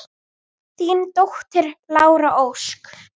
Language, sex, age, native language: Icelandic, male, 10, Icelandic